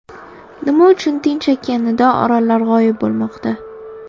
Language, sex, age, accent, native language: Uzbek, female, 18-24, Toshkent shahri, Uzbek